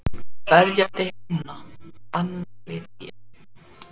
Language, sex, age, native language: Icelandic, male, 10, Icelandic